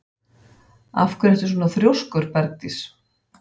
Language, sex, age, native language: Icelandic, female, 50-59, Icelandic